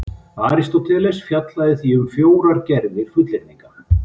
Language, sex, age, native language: Icelandic, male, 50-59, Icelandic